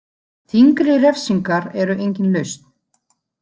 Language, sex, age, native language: Icelandic, female, 50-59, Icelandic